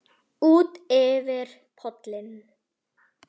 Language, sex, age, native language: Icelandic, female, 10, Icelandic